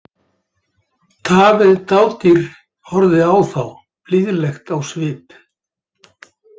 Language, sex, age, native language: Icelandic, male, 70-79, Icelandic